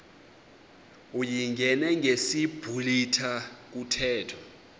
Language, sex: Xhosa, male